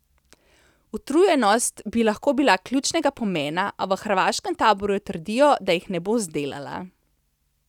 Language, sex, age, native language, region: Slovenian, female, 30-49, Slovenian, Central Slovenia